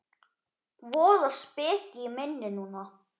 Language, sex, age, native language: Icelandic, male, 10, Icelandic